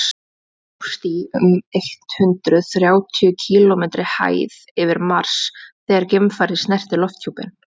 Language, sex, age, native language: Icelandic, female, 20-29, Icelandic